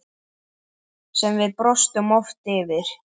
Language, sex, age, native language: Icelandic, male, 8, Icelandic